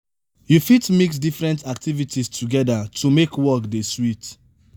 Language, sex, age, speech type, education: Nigerian Pidgin, male, 15-29, spontaneous, tertiary